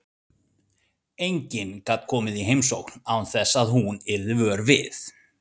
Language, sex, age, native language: Icelandic, male, 40-49, Icelandic